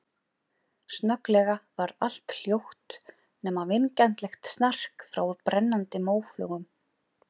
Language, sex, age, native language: Icelandic, male, 11, Icelandic